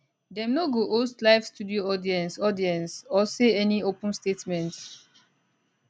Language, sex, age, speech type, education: Nigerian Pidgin, female, 15-29, spontaneous, tertiary